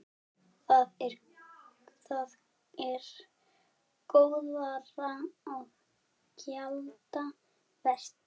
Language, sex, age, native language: Icelandic, male, 9, Icelandic